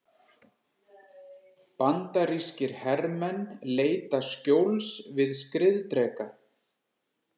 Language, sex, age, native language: Icelandic, male, 40-49, Icelandic